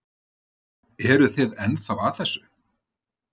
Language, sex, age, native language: Icelandic, male, 30-39, Icelandic